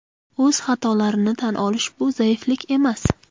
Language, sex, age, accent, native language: Uzbek, female, 19-29, Samarqand, Uzbek